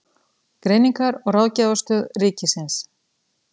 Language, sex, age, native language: Icelandic, female, 30-39, Icelandic